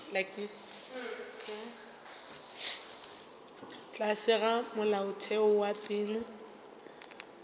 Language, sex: Northern Sotho, female